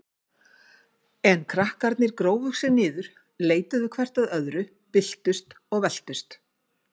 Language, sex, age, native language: Icelandic, female, 50-59, Icelandic